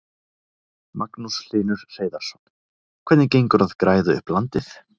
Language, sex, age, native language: Icelandic, male, 30-39, Icelandic